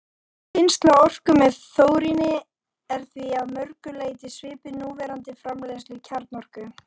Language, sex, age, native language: Icelandic, female, 40-49, Icelandic